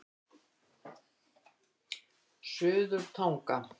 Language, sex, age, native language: Icelandic, female, 70-79, Icelandic